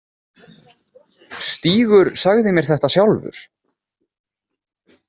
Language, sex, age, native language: Icelandic, male, 30-39, Icelandic